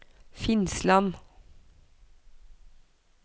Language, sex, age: Norwegian, female, 43